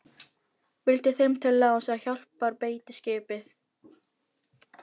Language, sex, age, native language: Icelandic, female, 18-19, Filipino